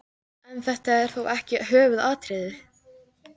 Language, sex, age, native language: Icelandic, female, 13, Icelandic